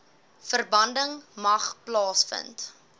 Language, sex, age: Afrikaans, female, 18